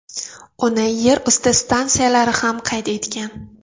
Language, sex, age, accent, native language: Uzbek, female, 18-24, Jizzax, Uzbek